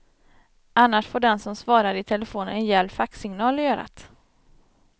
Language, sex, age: Swedish, female, 27